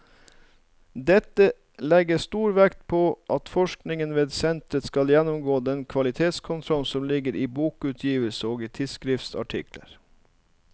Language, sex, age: Norwegian, male, 39